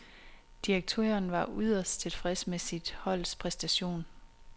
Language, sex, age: Danish, female, 26